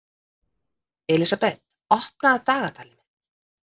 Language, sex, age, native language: Icelandic, female, 50-59, Icelandic